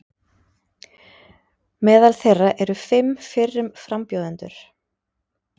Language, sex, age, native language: Icelandic, female, 30-39, Icelandic